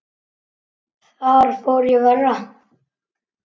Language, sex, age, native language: Icelandic, male, 9, Icelandic